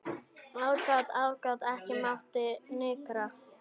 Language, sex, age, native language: Icelandic, female, 9, Icelandic